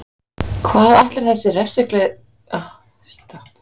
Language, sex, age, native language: Icelandic, female, 50-59, Icelandic